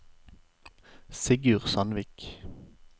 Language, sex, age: Norwegian, male, 25